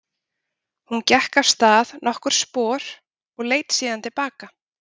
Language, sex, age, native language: Icelandic, female, 30-39, Icelandic